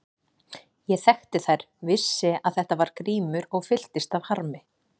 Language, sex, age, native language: Icelandic, female, 40-49, Icelandic